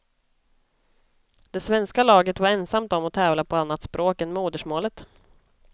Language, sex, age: Swedish, female, 25